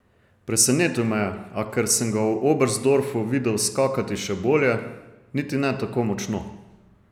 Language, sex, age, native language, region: Slovenian, male, 30-49, Slovenian, Savinja region